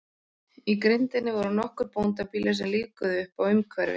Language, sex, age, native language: Icelandic, male, 13, Icelandic